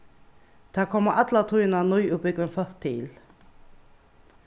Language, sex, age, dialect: Faroese, female, 36-60, Suðurstreymoy